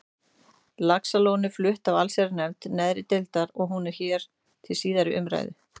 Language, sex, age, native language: Icelandic, female, 30-39, Icelandic